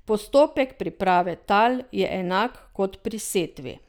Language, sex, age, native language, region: Slovenian, female, 50-59, Slovenian, Drava region